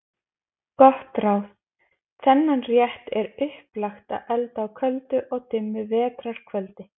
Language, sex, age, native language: Icelandic, female, 20-29, Icelandic